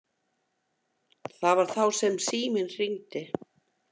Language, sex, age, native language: Icelandic, female, 50-59, Icelandic